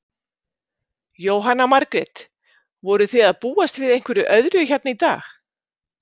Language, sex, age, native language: Icelandic, female, 50-59, Icelandic